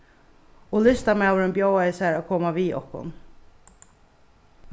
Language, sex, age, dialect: Faroese, female, 36-60, Suðurstreymoy